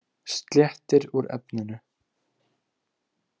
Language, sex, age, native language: Icelandic, male, 18-19, Icelandic